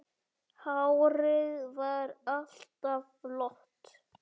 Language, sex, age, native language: Icelandic, male, 7, Icelandic